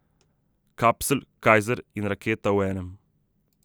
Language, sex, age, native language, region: Slovenian, male, 30-49, Slovenian, Southeast Slovenia